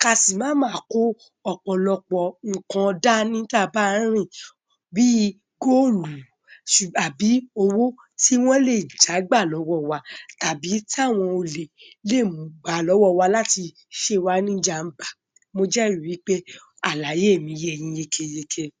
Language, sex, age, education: Yoruba, female, 15-29, tertiary